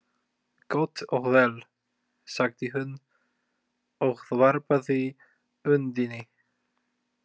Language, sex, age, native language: Icelandic, male, 20-29, Polish